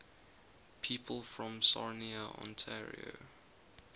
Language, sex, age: English, male, 20